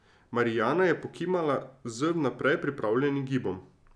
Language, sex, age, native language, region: Slovenian, male, 30-49, Slovenian, Drava region